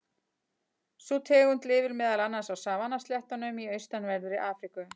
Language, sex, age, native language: Icelandic, female, 40-49, Icelandic